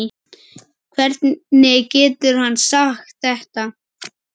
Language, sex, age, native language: Icelandic, male, 9, Icelandic